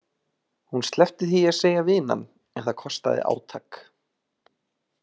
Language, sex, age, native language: Icelandic, male, 30-39, Icelandic